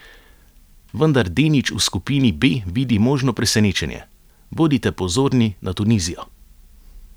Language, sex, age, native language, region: Slovenian, male, 30-49, Slovenian, Savinja region